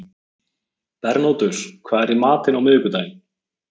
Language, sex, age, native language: Icelandic, male, 20-29, Icelandic